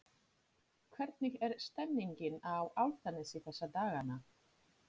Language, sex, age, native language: Icelandic, female, 30-39, Polish